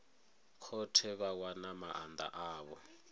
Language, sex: Venda, male